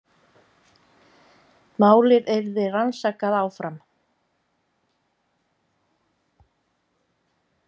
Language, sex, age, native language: Icelandic, female, 50-59, Icelandic